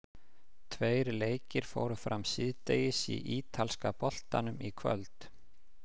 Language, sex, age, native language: Icelandic, male, 50-59, Icelandic